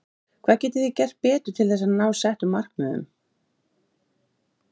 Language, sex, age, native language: Icelandic, female, 50-59, Icelandic